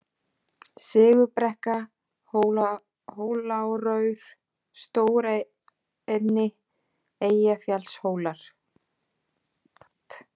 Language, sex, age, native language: Icelandic, female, 30-39, Icelandic